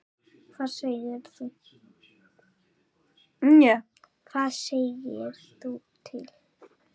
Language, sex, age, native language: Icelandic, female, 9, Icelandic